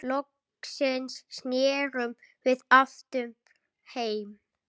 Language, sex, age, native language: Icelandic, female, 8, Icelandic